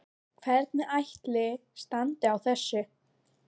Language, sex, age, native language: Icelandic, female, 10, Icelandic